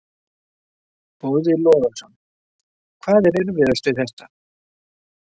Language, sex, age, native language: Icelandic, male, 70-79, Icelandic